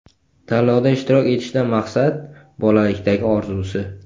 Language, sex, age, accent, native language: Uzbek, male, 18-24, Qashqadaryo, Uzbek